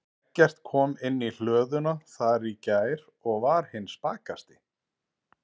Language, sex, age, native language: Icelandic, male, 40-49, Icelandic